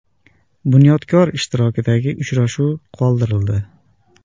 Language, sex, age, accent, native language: Uzbek, male, 18-24, Andijon, Uzbek